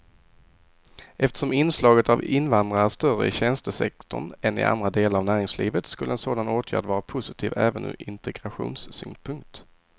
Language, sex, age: Swedish, male, 22